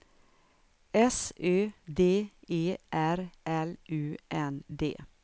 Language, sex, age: Swedish, female, 59